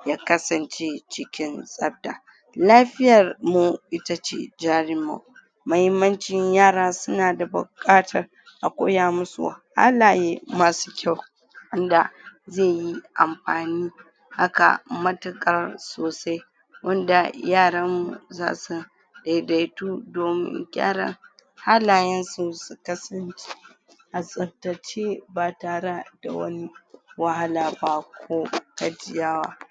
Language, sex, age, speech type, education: Hausa, female, 46-60, spontaneous, tertiary